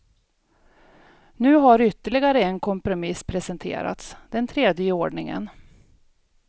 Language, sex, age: Swedish, female, 42